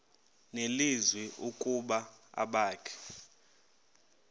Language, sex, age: Xhosa, male, 21